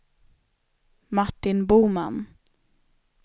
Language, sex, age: Swedish, female, 25